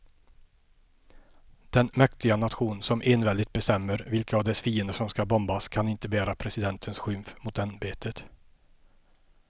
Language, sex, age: Swedish, male, 50